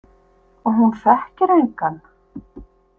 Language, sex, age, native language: Icelandic, female, 50-59, Icelandic